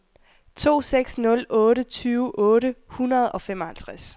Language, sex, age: Danish, female, 21